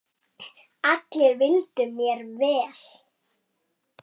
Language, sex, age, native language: Icelandic, female, 7, Icelandic